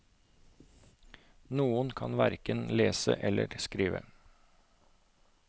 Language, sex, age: Norwegian, male, 36